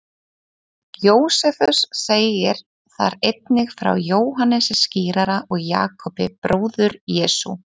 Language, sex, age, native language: Icelandic, female, 30-39, Icelandic